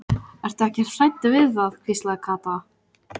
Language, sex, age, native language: Icelandic, female, 14, Icelandic